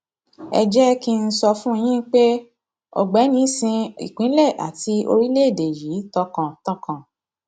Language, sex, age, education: Yoruba, female, 30-45, tertiary